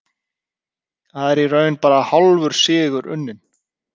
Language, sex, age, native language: Icelandic, male, 30-39, Icelandic